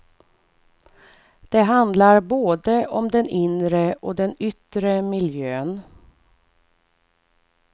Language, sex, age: Swedish, female, 44